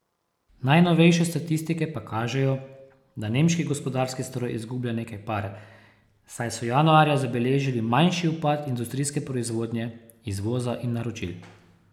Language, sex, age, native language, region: Slovenian, male, 30-49, Slovenian, Posavska region